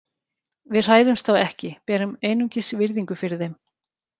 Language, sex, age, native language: Icelandic, female, 40-49, Icelandic